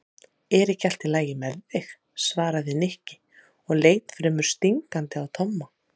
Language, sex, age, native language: Icelandic, female, 30-39, Icelandic